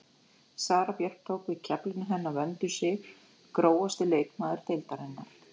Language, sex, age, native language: Icelandic, female, 40-49, Icelandic